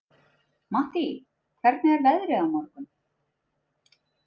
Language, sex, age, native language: Icelandic, female, 30-39, Icelandic